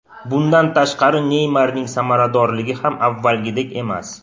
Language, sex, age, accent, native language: Uzbek, male, 35+, Toshkent shahri, Uzbek